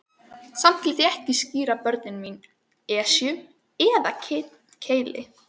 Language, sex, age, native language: Icelandic, female, 12, Icelandic